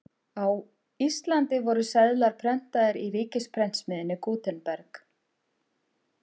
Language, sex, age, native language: Icelandic, female, 50-59, Icelandic